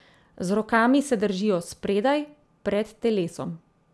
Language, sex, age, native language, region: Slovenian, female, 30-49, Slovenian, Central Slovenia